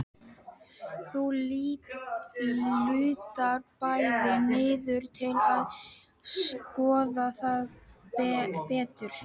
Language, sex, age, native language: Icelandic, female, 12, Icelandic